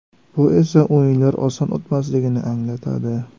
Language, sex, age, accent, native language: Uzbek, male, 18-24, Sirdaryo, Uzbek